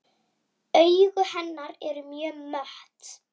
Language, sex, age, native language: Icelandic, female, 9, Icelandic